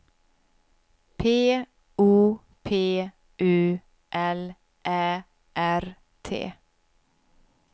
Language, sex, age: Swedish, female, 26